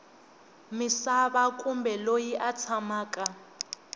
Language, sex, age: Tsonga, female, 20